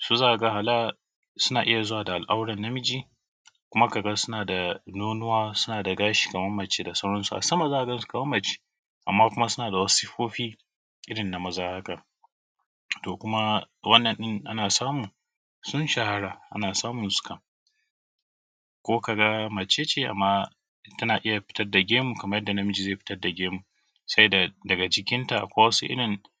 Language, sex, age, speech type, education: Hausa, male, 15-29, spontaneous, secondary